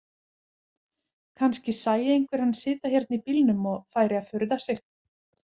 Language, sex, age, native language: Icelandic, female, 40-49, Icelandic